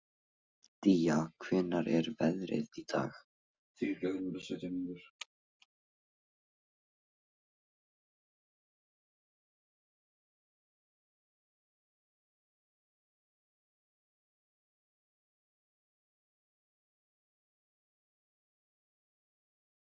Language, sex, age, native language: Icelandic, male, 16, Icelandic